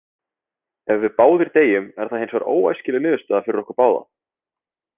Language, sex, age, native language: Icelandic, male, 30-39, Icelandic